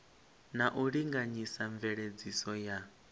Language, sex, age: Venda, male, 25